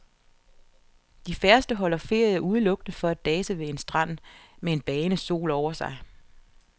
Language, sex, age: Danish, female, 47